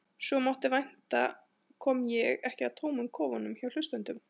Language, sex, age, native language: Icelandic, male, 40-49, Icelandic